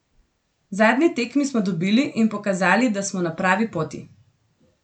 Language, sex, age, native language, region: Slovenian, female, 18-29, Slovenian, Gorenjska region